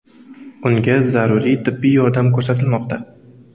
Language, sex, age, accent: Uzbek, male, 18-24, Qoraqalpog'iston